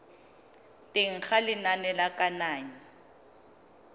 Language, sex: Tswana, female